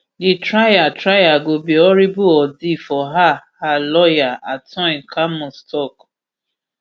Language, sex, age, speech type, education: Nigerian Pidgin, female, 30-45, spontaneous, tertiary